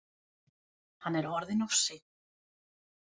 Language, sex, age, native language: Icelandic, other, 40-49, Icelandic